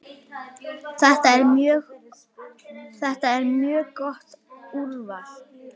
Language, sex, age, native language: Icelandic, female, 10, Icelandic